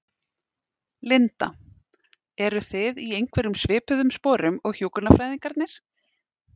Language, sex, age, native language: Icelandic, female, 30-39, Icelandic